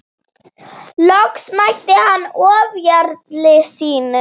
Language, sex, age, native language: Icelandic, female, 8, Icelandic